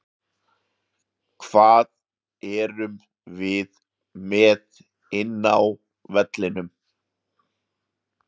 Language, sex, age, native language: Icelandic, male, 40-49, Icelandic